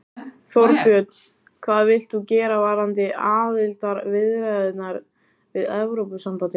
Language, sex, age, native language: Icelandic, male, 14, Icelandic